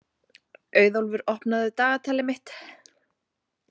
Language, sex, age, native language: Icelandic, female, 40-49, Icelandic